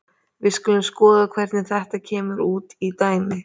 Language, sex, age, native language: Icelandic, female, 30-39, Icelandic